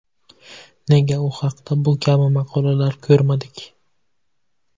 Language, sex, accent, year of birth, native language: Uzbek, male, Buxoro, 2003, Uzbek